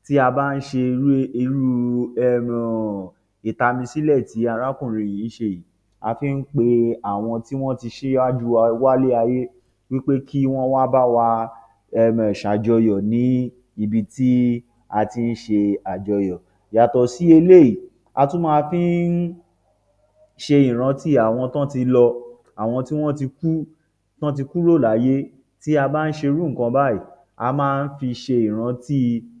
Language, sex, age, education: Yoruba, male, 30-45, tertiary